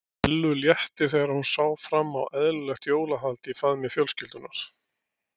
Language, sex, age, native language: Icelandic, male, 60-69, Icelandic